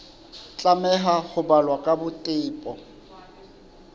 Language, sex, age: Southern Sotho, male, 29